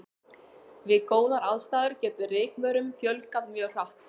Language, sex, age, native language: Icelandic, female, 40-49, Icelandic